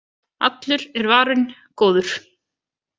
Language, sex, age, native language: Icelandic, female, 20-29, Icelandic